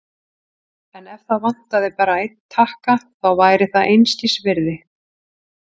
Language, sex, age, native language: Icelandic, female, 40-49, Icelandic